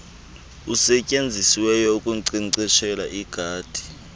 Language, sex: Xhosa, male